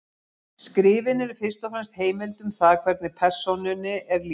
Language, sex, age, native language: Icelandic, female, 50-59, Icelandic